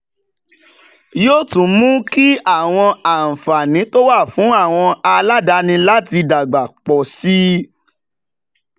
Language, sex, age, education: Yoruba, male, 30-45, tertiary